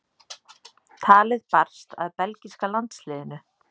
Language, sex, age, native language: Icelandic, female, 30-39, Icelandic